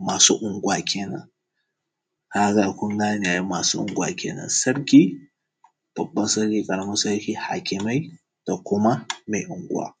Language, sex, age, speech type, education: Hausa, male, 15-29, spontaneous, tertiary